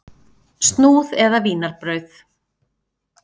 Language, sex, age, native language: Icelandic, female, 50-59, Icelandic